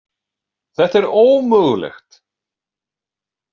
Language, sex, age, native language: Icelandic, male, 40-49, Icelandic